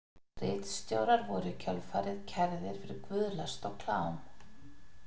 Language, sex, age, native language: Icelandic, female, 50-59, Icelandic